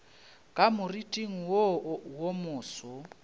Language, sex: Northern Sotho, male